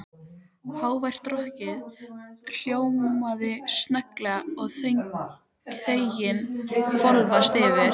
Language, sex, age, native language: Icelandic, female, 13, Icelandic